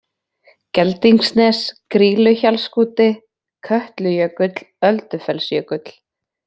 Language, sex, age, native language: Icelandic, female, 20-29, Icelandic